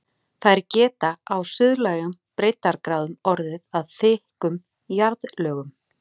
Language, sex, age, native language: Icelandic, female, 40-49, Icelandic